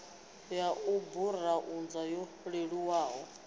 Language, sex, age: Venda, female, 22